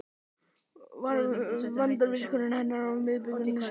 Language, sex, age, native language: Icelandic, male, 11, Icelandic